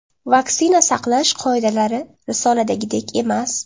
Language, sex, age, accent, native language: Uzbek, female, 19-29, Jizzax, Uzbek